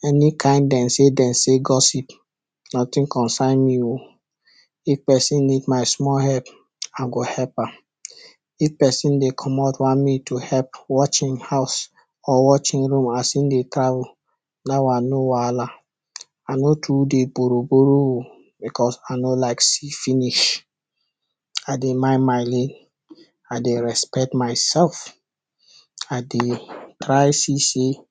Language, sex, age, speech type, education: Nigerian Pidgin, male, 60+, spontaneous, tertiary